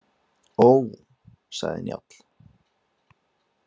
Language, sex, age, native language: Icelandic, male, 20-29, Icelandic